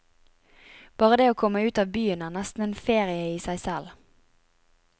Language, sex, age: Norwegian, female, 25